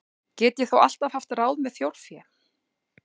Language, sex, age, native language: Icelandic, female, 40-49, Icelandic